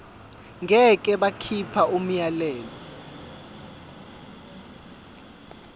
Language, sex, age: Zulu, male, 24